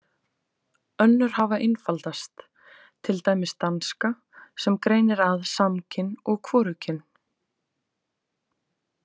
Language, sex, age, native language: Icelandic, female, 20-29, Icelandic